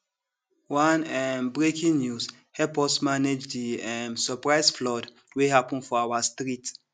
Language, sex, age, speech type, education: Nigerian Pidgin, male, 30-45, spontaneous, tertiary